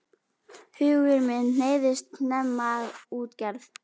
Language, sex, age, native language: Icelandic, female, 12, Icelandic